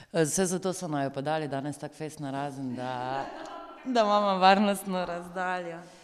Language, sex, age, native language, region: Slovenian, female, 30-49, Slovenian, Drava region